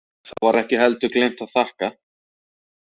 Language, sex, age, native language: Icelandic, male, 30-39, Icelandic